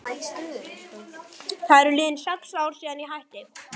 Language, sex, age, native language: Icelandic, male, 11, Icelandic